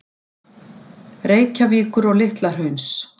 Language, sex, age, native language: Icelandic, female, 60-69, Icelandic